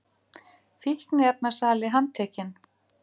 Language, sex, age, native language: Icelandic, female, 50-59, Icelandic